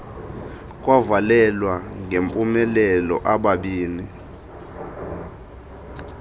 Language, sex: Xhosa, male